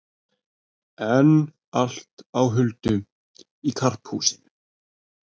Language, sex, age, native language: Icelandic, male, 20-29, Icelandic